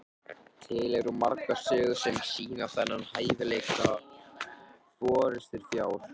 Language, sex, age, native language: Icelandic, male, 18-19, Icelandic